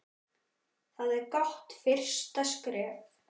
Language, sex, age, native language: Icelandic, male, 9, Icelandic